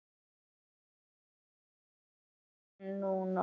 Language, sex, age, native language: Icelandic, male, 9, Icelandic